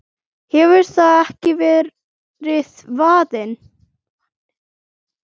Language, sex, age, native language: Icelandic, male, 9, Icelandic